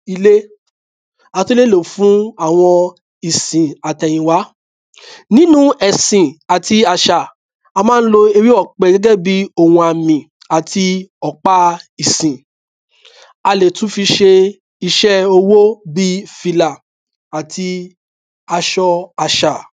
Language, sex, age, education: Yoruba, male, 30-45, tertiary